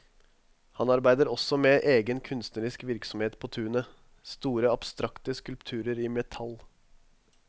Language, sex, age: Norwegian, male, 21